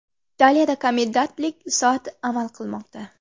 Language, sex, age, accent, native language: Uzbek, female, under 19, Xorazm, Uzbek